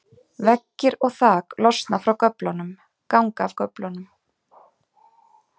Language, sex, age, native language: Icelandic, female, 30-39, Icelandic